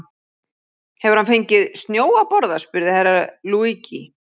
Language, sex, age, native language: Icelandic, female, 40-49, Icelandic